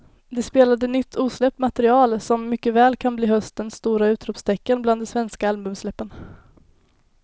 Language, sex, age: Swedish, female, 19